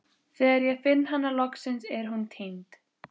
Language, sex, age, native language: Icelandic, female, 15, Icelandic